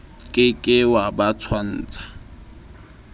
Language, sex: Southern Sotho, male